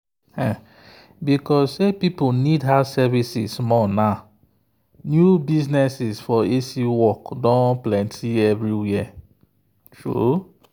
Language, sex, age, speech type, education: Nigerian Pidgin, male, 30-45, spontaneous, tertiary